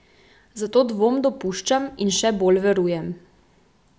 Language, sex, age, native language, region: Slovenian, female, 18-29, Slovenian, Central Slovenia